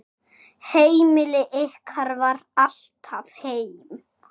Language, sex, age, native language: Icelandic, male, 6, Icelandic